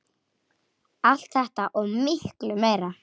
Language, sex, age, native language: Icelandic, female, 8, Icelandic